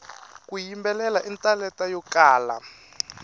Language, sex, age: Tsonga, male, 21